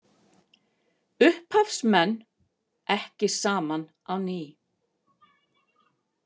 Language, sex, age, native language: Icelandic, female, 50-59, Icelandic